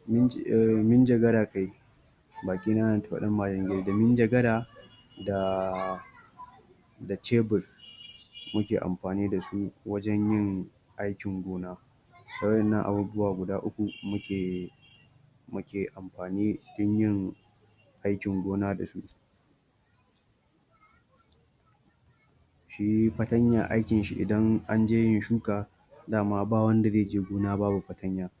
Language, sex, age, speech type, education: Hausa, male, 46-60, spontaneous, tertiary